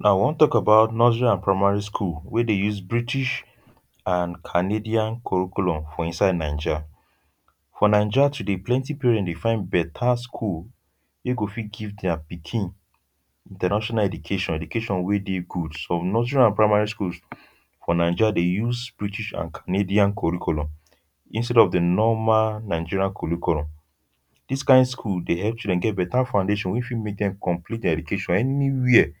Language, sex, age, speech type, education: Nigerian Pidgin, male, 15-29, spontaneous, tertiary